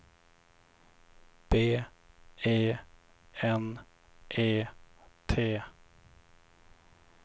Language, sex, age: Swedish, male, 26